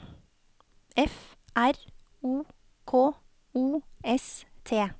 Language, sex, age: Norwegian, female, 29